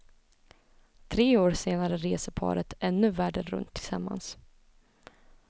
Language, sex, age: Swedish, female, 20